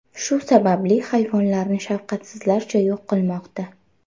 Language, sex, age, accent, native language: Uzbek, female, 18-24, Farg'ona, Uzbek